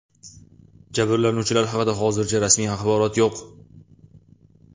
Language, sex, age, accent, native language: Uzbek, male, 18-24, Toshkent shahri, Uzbek